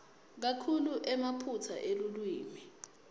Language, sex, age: Swati, female, 22